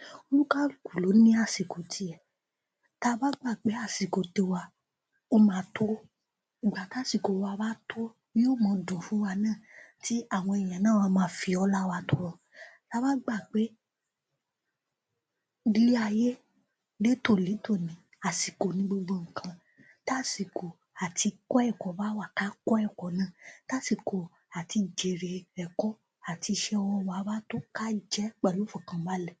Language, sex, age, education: Yoruba, female, 15-29, tertiary